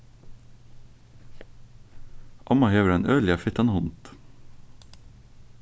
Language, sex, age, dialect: Faroese, male, 15-35, Suðurstreymoy